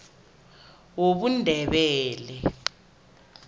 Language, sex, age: South Ndebele, female, 19